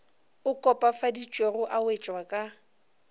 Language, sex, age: Northern Sotho, female, 24